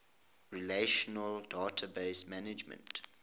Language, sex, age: English, male, 20